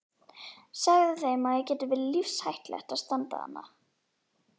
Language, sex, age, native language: Icelandic, female, 11, Icelandic